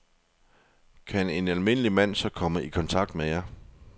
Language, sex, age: Danish, male, 24